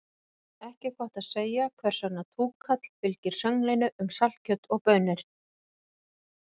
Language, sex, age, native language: Icelandic, female, 40-49, Icelandic